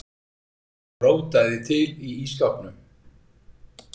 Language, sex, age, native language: Icelandic, male, 60-69, Icelandic